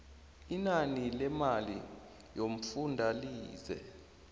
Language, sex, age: South Ndebele, male, 22